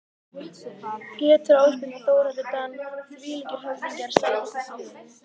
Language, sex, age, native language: Icelandic, female, 14, Icelandic